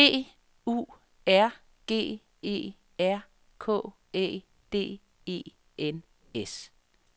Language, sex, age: Danish, female, 58